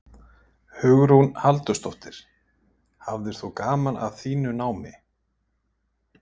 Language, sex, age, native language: Icelandic, male, 50-59, Icelandic